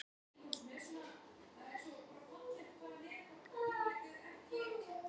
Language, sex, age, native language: Icelandic, female, 50-59, Icelandic